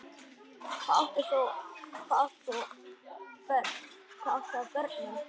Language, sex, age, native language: Icelandic, male, 10, Icelandic